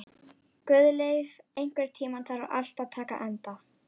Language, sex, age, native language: Icelandic, female, 12, Icelandic